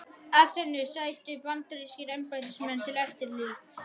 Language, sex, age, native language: Icelandic, other, 12, Icelandic